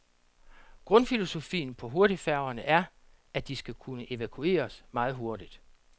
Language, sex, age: Danish, male, 47